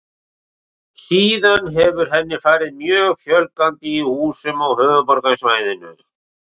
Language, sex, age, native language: Icelandic, male, 40-49, Icelandic